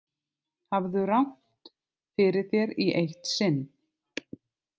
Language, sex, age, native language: Icelandic, other, 50-59, Icelandic